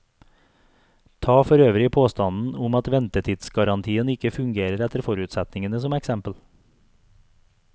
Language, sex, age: Norwegian, male, 42